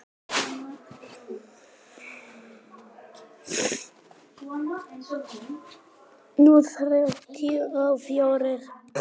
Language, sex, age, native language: Icelandic, male, 9, Icelandic